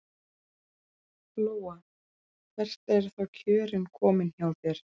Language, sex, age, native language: Icelandic, female, 30-39, Icelandic